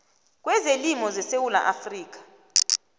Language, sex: South Ndebele, female